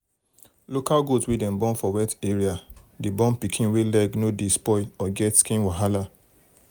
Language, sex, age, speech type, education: Nigerian Pidgin, male, 30-45, spontaneous, tertiary